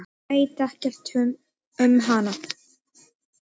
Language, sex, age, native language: Icelandic, male, 8, Icelandic